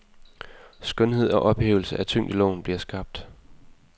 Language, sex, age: Danish, male, 20